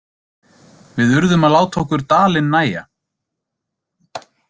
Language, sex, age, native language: Icelandic, male, 30-39, Icelandic